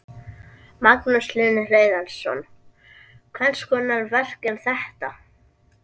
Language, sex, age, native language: Icelandic, male, 11, Icelandic